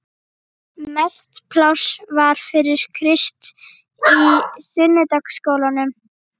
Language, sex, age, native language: Icelandic, female, 12, Icelandic